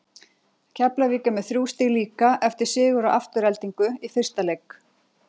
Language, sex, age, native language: Icelandic, female, 40-49, Icelandic